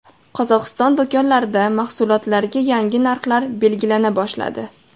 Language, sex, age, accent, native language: Uzbek, female, 18-24, Farg'ona, Uzbek